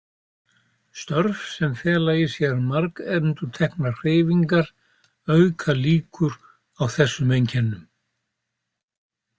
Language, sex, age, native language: Icelandic, male, 70-79, Icelandic